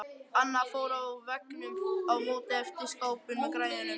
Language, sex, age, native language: Icelandic, male, 11, Icelandic